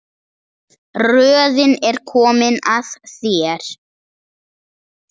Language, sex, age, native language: Icelandic, male, 8, Icelandic